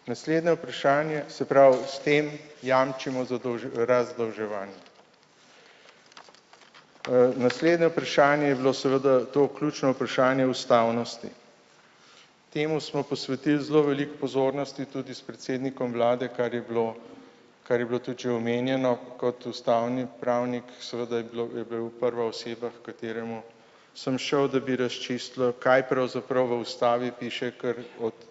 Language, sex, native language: Slovenian, male, Slovenian